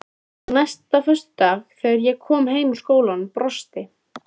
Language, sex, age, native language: Icelandic, female, 13, Icelandic